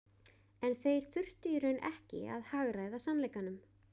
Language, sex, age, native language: Icelandic, female, 20-29, Icelandic